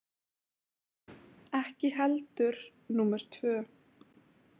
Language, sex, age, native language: Icelandic, female, 20-29, Icelandic